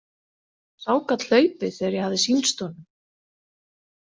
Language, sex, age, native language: Icelandic, female, 40-49, Icelandic